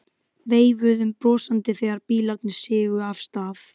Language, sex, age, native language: Icelandic, female, 12, Icelandic